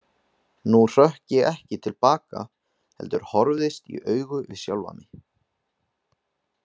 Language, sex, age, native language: Icelandic, male, 20-29, Icelandic